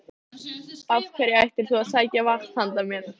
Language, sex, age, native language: Icelandic, female, 13, Icelandic